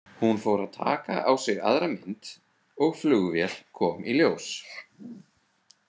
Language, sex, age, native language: Icelandic, male, 40-49, Icelandic